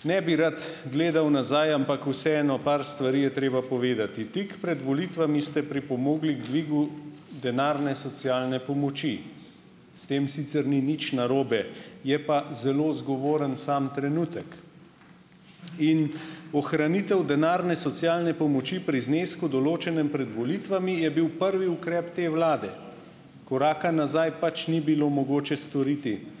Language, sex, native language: Slovenian, male, Slovenian